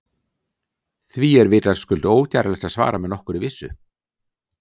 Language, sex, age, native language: Icelandic, male, 60-69, Icelandic